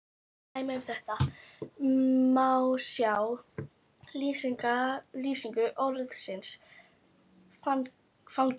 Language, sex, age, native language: Icelandic, female, 12, Icelandic